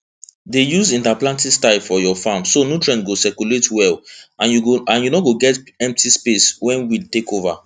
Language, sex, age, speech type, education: Nigerian Pidgin, male, 15-29, spontaneous, tertiary